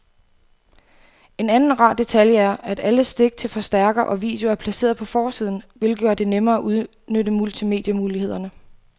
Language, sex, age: Danish, female, 28